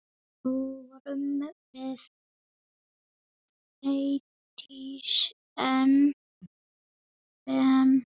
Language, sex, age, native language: Icelandic, female, 8, Icelandic